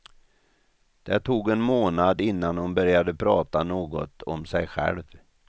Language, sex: Swedish, male